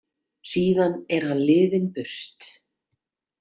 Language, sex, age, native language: Icelandic, female, 40-49, Icelandic